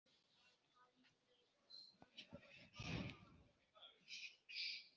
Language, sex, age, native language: Icelandic, male, 10, Icelandic